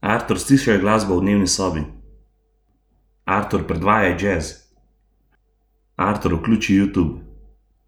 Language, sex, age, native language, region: Slovenian, male, 30-49, Slovenian, Gorenjska region